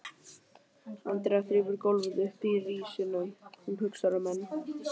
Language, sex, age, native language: Icelandic, male, 12, Icelandic